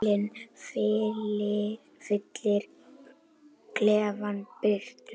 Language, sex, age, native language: Icelandic, male, 8, Icelandic